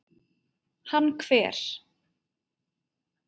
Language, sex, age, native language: Icelandic, female, 8, Icelandic